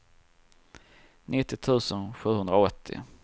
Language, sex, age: Swedish, male, 34